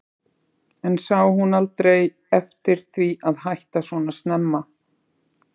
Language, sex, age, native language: Icelandic, female, 50-59, Icelandic